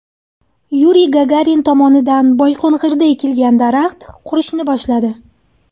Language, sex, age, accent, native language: Uzbek, female, 19-29, Andijon, Uzbek